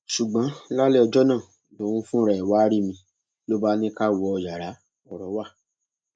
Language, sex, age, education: Yoruba, male, 30-45, tertiary